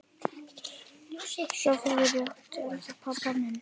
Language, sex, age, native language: Icelandic, male, 8, Icelandic